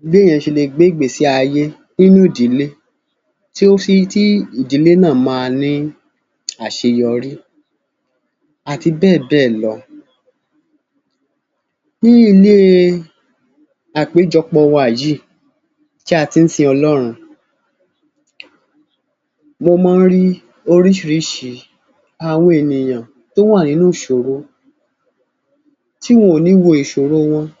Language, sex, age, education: Yoruba, male, 30-45, tertiary